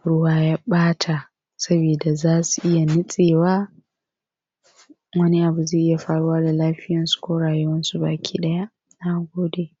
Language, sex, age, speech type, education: Hausa, female, 15-29, spontaneous, primary